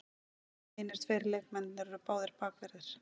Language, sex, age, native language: Icelandic, female, 40-49, Icelandic